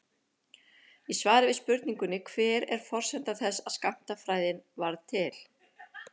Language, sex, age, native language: Icelandic, female, 50-59, Icelandic